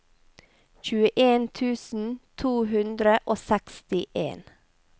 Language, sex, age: Norwegian, female, 28